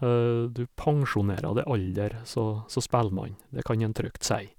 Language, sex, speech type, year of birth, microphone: Norwegian, male, spontaneous, 1956, Sennheiser